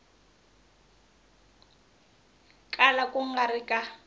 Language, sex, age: Tsonga, female, 20